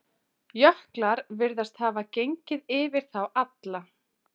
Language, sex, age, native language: Icelandic, female, 30-39, Icelandic